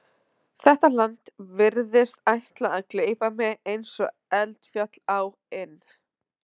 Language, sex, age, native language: Icelandic, female, 30-39, Icelandic